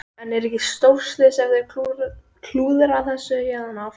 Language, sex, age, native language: Icelandic, female, 12, Icelandic